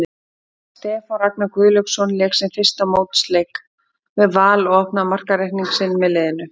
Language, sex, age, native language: Icelandic, female, 30-39, Icelandic